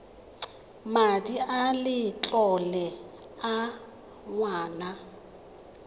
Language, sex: Tswana, female